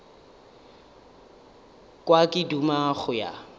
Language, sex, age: Northern Sotho, male, 30